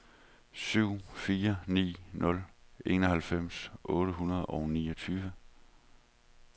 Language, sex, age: Danish, male, 31